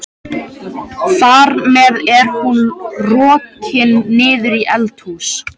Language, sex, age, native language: Icelandic, male, 13, Icelandic